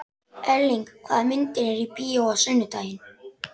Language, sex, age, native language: Icelandic, male, 11, Icelandic